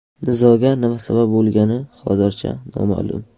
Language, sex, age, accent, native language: Uzbek, male, 12-17, Qashqadaryo, Uzbek